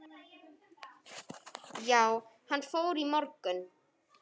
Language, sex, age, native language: Icelandic, female, 9, Icelandic